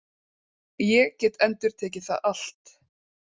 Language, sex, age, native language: Icelandic, female, 30-39, Icelandic